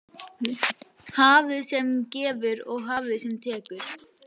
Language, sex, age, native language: Icelandic, female, 11, Icelandic